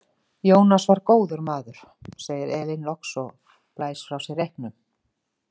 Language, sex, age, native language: Icelandic, female, 50-59, Icelandic